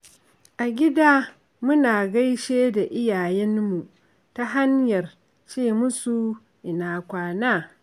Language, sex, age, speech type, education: Hausa, female, 46-60, read, secondary